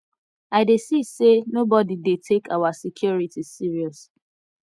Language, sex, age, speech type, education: Nigerian Pidgin, female, 15-29, spontaneous, tertiary